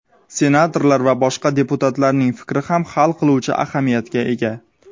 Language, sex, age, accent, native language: Uzbek, male, 19-29, Sirdaryo, Uzbek